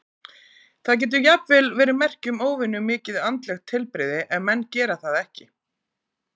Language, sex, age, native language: Icelandic, female, 40-49, Icelandic